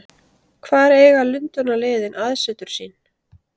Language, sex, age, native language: Icelandic, female, 30-39, Icelandic